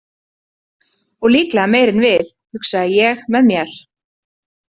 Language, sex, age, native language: Icelandic, female, 30-39, Icelandic